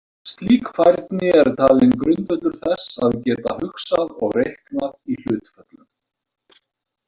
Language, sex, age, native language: Icelandic, male, 60-69, Icelandic